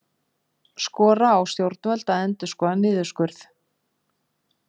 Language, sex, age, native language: Icelandic, female, 50-59, Icelandic